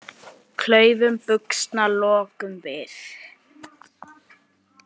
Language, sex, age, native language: Icelandic, female, 10, Icelandic